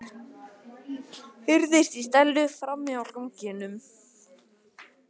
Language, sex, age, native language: Icelandic, male, 11, Icelandic